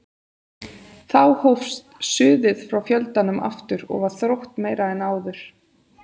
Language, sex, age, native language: Icelandic, female, 30-39, Icelandic